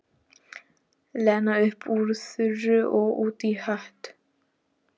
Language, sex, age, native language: Icelandic, female, 12, Icelandic